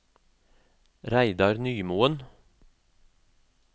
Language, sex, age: Norwegian, male, 36